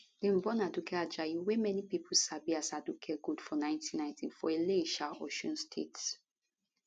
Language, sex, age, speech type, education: Nigerian Pidgin, female, 15-29, spontaneous, tertiary